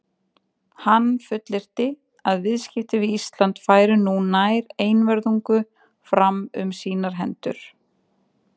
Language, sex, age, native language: Icelandic, female, 20-29, Icelandic